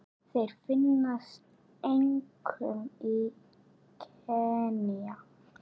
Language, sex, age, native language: Icelandic, male, 8, Icelandic